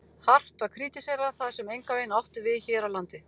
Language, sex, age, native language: Icelandic, female, 50-59, Icelandic